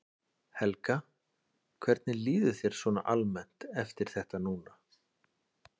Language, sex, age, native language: Icelandic, male, 40-49, Icelandic